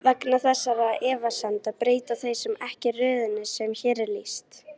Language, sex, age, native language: Icelandic, female, 18-19, Icelandic